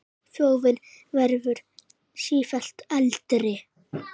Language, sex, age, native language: Icelandic, male, 7, Icelandic